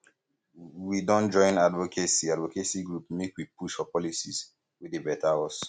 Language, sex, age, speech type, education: Nigerian Pidgin, male, 15-29, spontaneous, tertiary